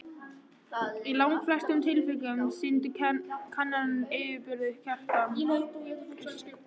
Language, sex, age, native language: Icelandic, female, 14, Icelandic